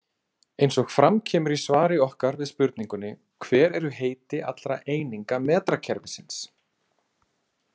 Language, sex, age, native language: Icelandic, male, 30-39, Icelandic